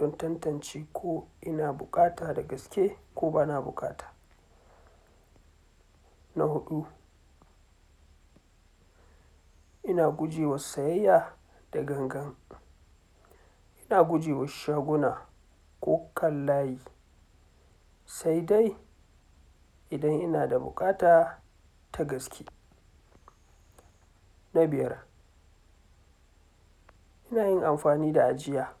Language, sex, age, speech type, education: Hausa, male, 46-60, spontaneous, tertiary